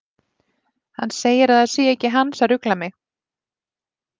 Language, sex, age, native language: Icelandic, female, 30-39, Icelandic